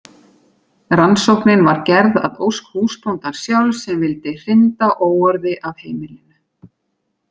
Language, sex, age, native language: Icelandic, female, 40-49, Icelandic